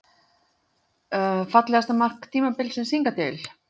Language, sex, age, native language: Icelandic, female, 50-59, Icelandic